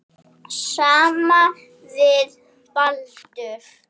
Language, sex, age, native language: Icelandic, male, 7, Icelandic